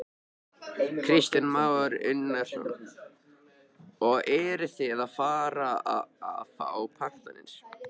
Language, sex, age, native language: Icelandic, male, 13, Icelandic